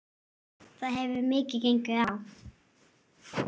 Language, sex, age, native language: Icelandic, female, 8, Icelandic